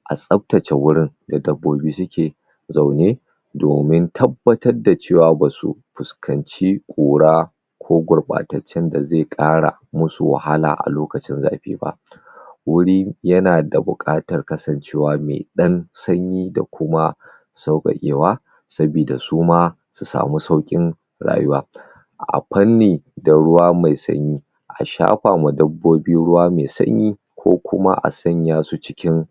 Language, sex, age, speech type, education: Hausa, male, 30-45, spontaneous, tertiary